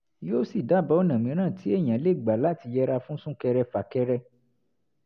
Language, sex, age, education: Yoruba, male, 30-45, tertiary